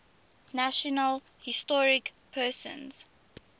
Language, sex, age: English, female, 19